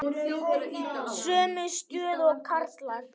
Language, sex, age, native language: Icelandic, male, 8, Icelandic